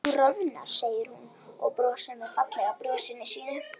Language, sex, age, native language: Icelandic, female, 11, Icelandic